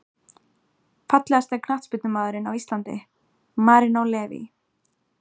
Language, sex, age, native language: Icelandic, female, 18-19, Icelandic